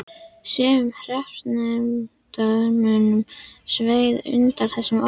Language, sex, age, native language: Icelandic, female, 11, Icelandic